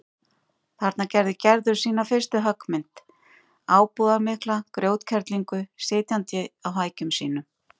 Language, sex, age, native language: Icelandic, female, 50-59, Icelandic